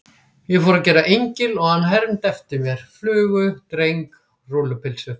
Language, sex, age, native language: Icelandic, female, 60-69, Icelandic